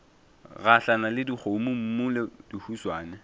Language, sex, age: Northern Sotho, male, 24